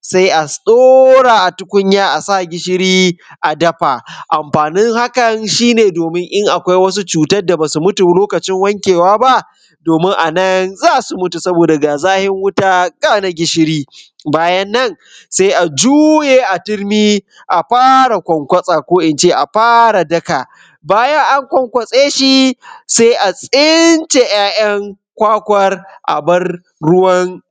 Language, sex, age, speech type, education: Hausa, male, 15-29, spontaneous, secondary